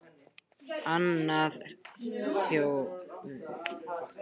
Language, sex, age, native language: Icelandic, male, 18-19, Icelandic